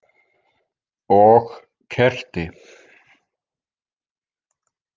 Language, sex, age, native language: Icelandic, male, 50-59, Icelandic